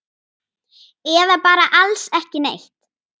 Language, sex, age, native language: Icelandic, female, 9, Icelandic